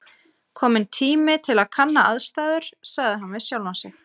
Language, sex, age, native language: Icelandic, female, 30-39, Icelandic